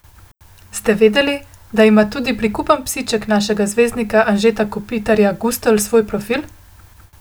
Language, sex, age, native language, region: Slovenian, female, 18-29, Slovenian, Central Slovenia